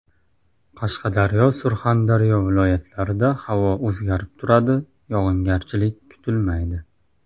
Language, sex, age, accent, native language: Uzbek, male, 30-39, Qashqadaryo, Uzbek